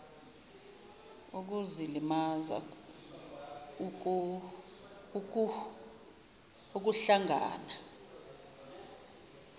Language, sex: Zulu, female